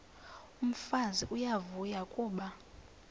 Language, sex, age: Xhosa, female, 20